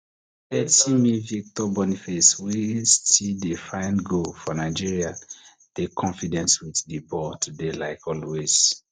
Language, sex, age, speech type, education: Nigerian Pidgin, male, 15-29, spontaneous, tertiary